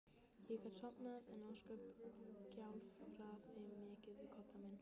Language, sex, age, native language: Icelandic, female, 15, Icelandic